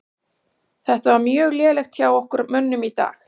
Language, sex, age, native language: Icelandic, female, 40-49, Icelandic